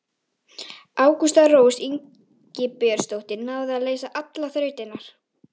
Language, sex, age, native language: Icelandic, female, 18-19, Icelandic